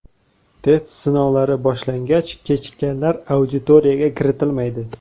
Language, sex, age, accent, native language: Uzbek, male, 18-24, Xorazm, Uzbek